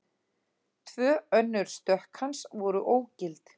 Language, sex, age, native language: Icelandic, female, 30-39, Icelandic